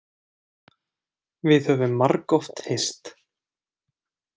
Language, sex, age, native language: Icelandic, male, 20-29, Icelandic